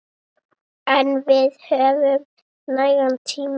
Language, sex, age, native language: Icelandic, female, 7, Icelandic